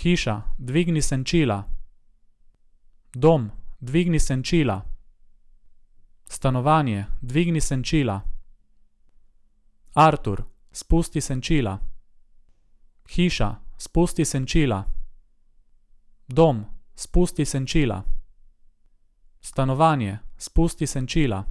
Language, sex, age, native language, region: Slovenian, male, 18-29, Slovenian, Gorica region